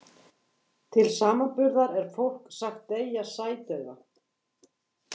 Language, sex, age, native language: Icelandic, female, 50-59, Icelandic